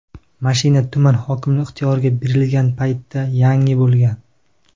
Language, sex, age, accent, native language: Uzbek, male, 19-29, Qashqadaryo, Uzbek